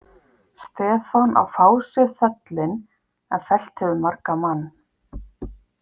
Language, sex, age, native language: Icelandic, female, 50-59, Icelandic